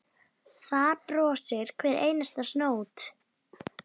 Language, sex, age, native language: Icelandic, female, 10, Icelandic